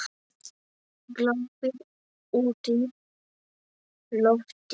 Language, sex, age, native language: Icelandic, male, 7, Polish